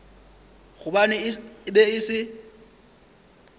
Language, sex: Northern Sotho, male